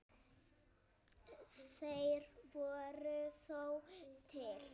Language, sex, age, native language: Icelandic, female, 9, Icelandic